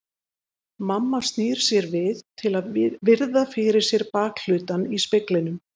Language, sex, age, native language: Icelandic, female, 30-39, Icelandic